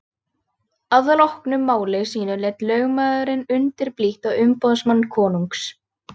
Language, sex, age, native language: Icelandic, female, 13, Icelandic